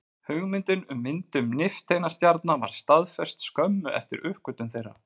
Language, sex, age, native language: Icelandic, male, 40-49, Icelandic